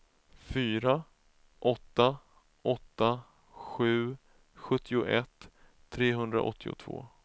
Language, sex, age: Swedish, male, 31